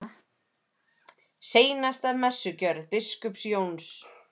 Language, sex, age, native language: Icelandic, female, 30-39, Icelandic